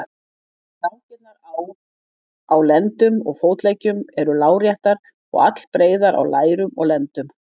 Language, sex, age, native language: Icelandic, female, 50-59, Icelandic